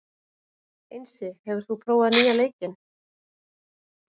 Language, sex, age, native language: Icelandic, female, 30-39, Icelandic